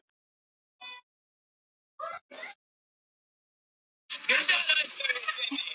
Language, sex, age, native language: Icelandic, male, 13, Polish